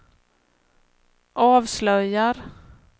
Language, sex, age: Swedish, female, 31